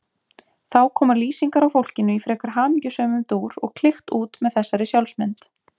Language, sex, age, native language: Icelandic, female, 20-29, Icelandic